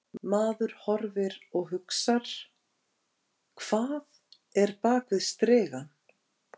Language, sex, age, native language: Icelandic, female, 50-59, Icelandic